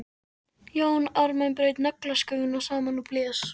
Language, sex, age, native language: Icelandic, female, 13, Icelandic